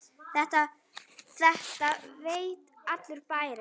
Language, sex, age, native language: Icelandic, female, 9, Icelandic